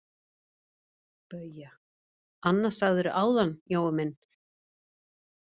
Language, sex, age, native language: Icelandic, female, 50-59, Icelandic